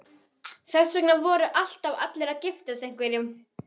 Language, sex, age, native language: Icelandic, female, 11, Icelandic